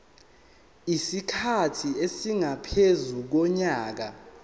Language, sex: Zulu, male